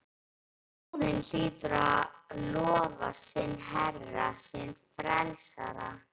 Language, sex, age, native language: Icelandic, male, 12, Icelandic